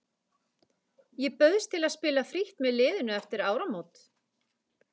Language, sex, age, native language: Icelandic, female, 40-49, Icelandic